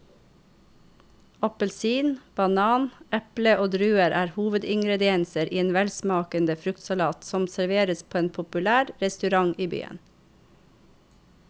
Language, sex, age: Norwegian, female, 45